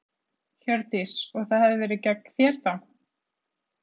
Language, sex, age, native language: Icelandic, female, 30-39, Icelandic